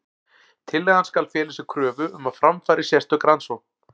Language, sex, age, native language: Icelandic, male, 40-49, Icelandic